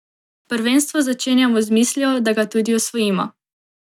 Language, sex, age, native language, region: Slovenian, female, 18-29, Slovenian, Drava region